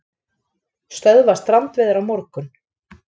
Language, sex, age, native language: Icelandic, female, 30-39, Icelandic